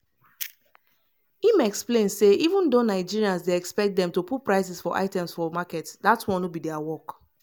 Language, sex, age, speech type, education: Nigerian Pidgin, female, 30-45, spontaneous, tertiary